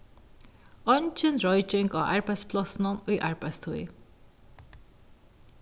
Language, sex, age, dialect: Faroese, female, 36-60, Vágar